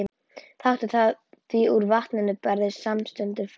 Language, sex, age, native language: Icelandic, female, 11, Icelandic